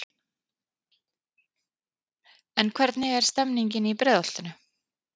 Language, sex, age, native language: Icelandic, female, 30-39, Icelandic